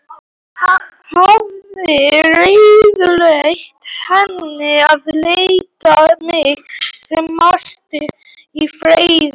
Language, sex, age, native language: Icelandic, male, 18-19, Polish